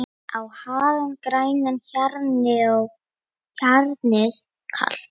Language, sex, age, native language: Icelandic, female, 9, Icelandic